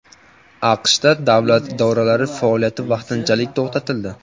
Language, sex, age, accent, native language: Uzbek, male, 18-24, Samarqand, Uzbek